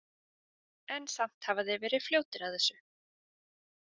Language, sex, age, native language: Icelandic, female, 20-29, Icelandic